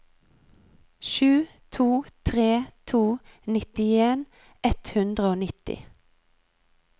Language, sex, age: Norwegian, female, 39